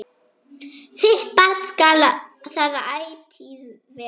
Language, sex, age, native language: Icelandic, male, 11, Icelandic